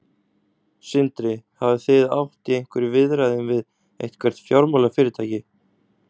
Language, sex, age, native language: Icelandic, male, 20-29, Icelandic